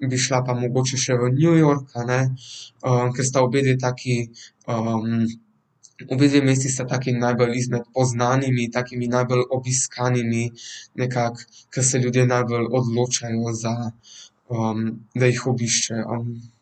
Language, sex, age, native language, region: Slovenian, male, 12-17, Slovenian, Central Slovenia